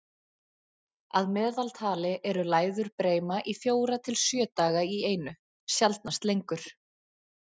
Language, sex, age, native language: Icelandic, female, 20-29, Icelandic